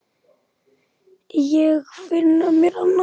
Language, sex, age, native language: Icelandic, male, 10, Icelandic